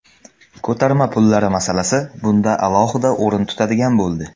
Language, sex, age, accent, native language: Uzbek, male, under 19, Samarqand, Uzbek